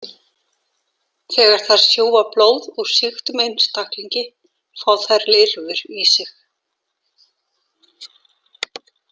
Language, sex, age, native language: Icelandic, female, 40-49, Icelandic